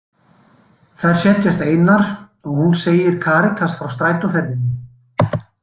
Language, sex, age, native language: Icelandic, male, 60-69, Icelandic